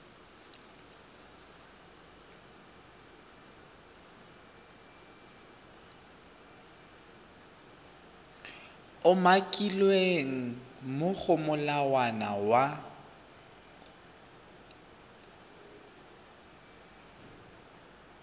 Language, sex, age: Tswana, male, 23